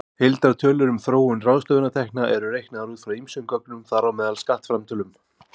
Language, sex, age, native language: Icelandic, male, 40-49, Icelandic